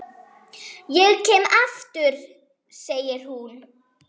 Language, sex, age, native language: Icelandic, male, 7, Icelandic